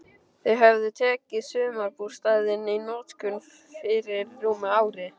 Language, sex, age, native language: Icelandic, male, 12, Icelandic